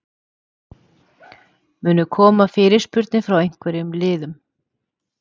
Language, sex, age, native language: Icelandic, female, 40-49, Icelandic